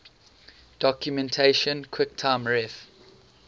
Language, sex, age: English, male, 18